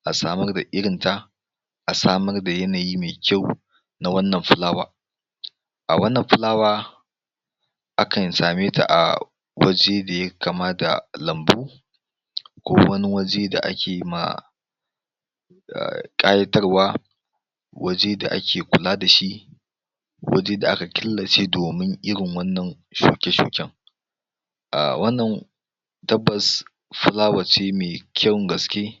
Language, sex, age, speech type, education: Hausa, male, 46-60, spontaneous, tertiary